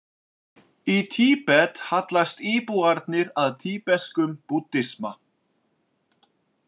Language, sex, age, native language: Icelandic, male, 40-49, Icelandic